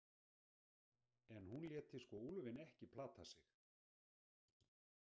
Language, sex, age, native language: Icelandic, male, 60-69, Icelandic